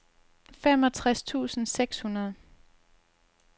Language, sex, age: Danish, female, 22